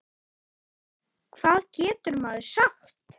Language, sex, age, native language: Icelandic, male, 9, Icelandic